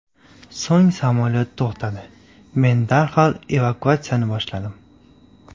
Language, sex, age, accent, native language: Uzbek, male, 18-24, Farg'ona, Uzbek